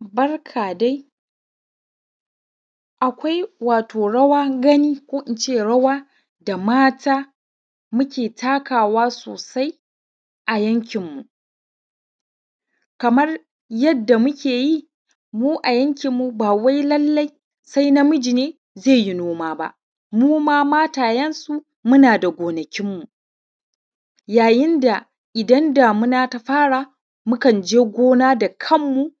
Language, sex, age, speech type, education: Hausa, male, 15-29, spontaneous, primary